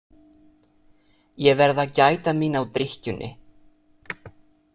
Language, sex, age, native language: Icelandic, male, 30-39, Italian